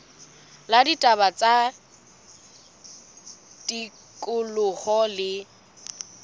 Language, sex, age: Southern Sotho, female, 20